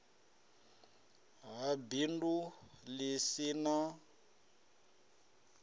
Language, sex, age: Venda, male, 33